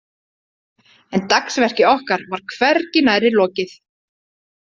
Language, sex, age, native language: Icelandic, female, 30-39, Icelandic